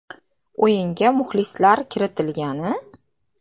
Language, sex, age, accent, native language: Uzbek, female, 35+, Andijon, Uzbek